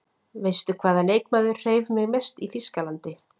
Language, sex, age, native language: Icelandic, female, 40-49, Icelandic